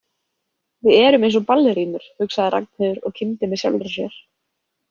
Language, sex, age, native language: Icelandic, female, 30-39, Icelandic